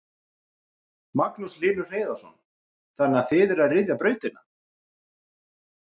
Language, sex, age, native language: Icelandic, male, 40-49, Icelandic